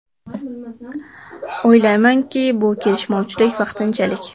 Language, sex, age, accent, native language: Uzbek, female, 18-24, Samarqand, Uzbek